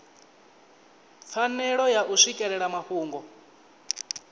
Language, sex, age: Venda, male, 19